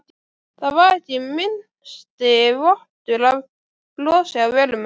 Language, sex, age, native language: Icelandic, female, 12, Icelandic